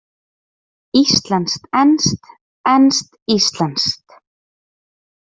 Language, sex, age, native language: Icelandic, female, 30-39, Icelandic